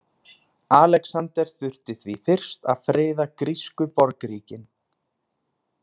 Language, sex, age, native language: Icelandic, male, 20-29, Icelandic